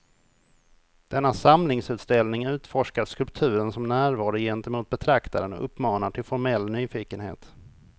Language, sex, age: Swedish, male, 28